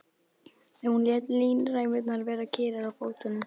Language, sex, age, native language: Icelandic, female, 12, Icelandic